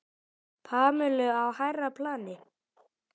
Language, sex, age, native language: Icelandic, male, 10, Icelandic